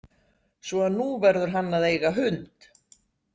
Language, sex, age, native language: Icelandic, female, 60-69, Icelandic